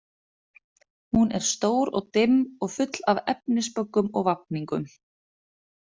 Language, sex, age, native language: Icelandic, female, 30-39, Icelandic